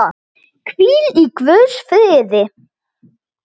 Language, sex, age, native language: Icelandic, male, 9, Icelandic